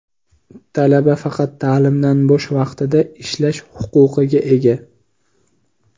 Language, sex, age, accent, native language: Uzbek, male, 18-24, Andijon, Uzbek